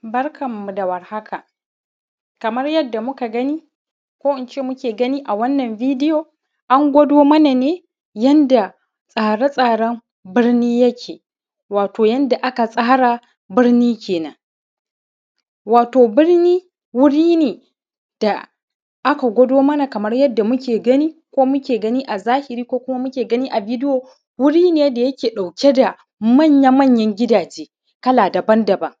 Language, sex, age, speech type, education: Hausa, male, 30-45, spontaneous, primary